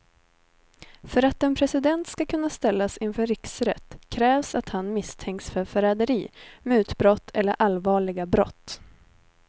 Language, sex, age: Swedish, female, 19